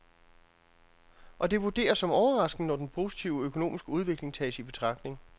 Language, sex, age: Danish, male, 42